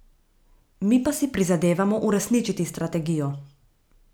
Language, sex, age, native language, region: Slovenian, female, 18-29, Slovenian, Gorica region